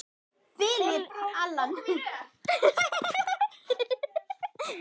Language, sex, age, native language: Icelandic, female, 9, Icelandic